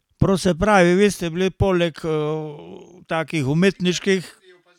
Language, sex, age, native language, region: Slovenian, male, 60+, Slovenian, Carinthia region